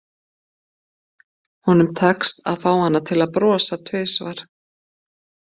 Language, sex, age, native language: Icelandic, female, 50-59, Icelandic